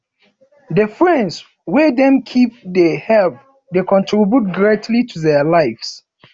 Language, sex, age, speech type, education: Nigerian Pidgin, male, 15-29, spontaneous, tertiary